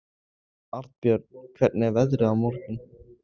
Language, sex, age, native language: Icelandic, male, 16, Icelandic